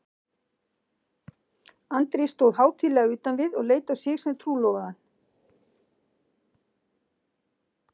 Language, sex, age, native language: Icelandic, female, 60-69, Icelandic